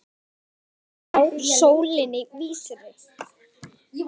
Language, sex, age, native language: Icelandic, female, 10, Icelandic